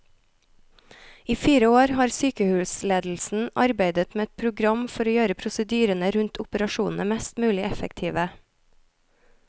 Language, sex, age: Norwegian, female, 33